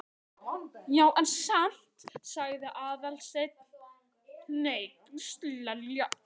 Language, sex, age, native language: Icelandic, male, 11, Icelandic